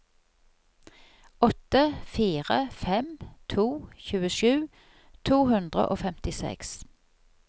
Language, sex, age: Norwegian, female, 55